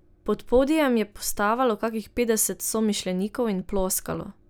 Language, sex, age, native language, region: Slovenian, female, 18-29, Slovenian, Drava region